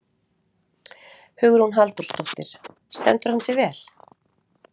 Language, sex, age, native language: Icelandic, female, 40-49, Icelandic